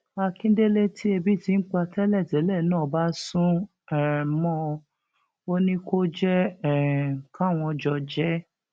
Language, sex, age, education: Yoruba, female, 46-60, tertiary